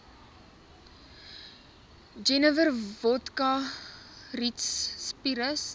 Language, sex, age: Afrikaans, female, 19